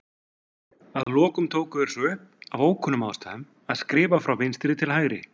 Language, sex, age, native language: Icelandic, male, 40-49, Icelandic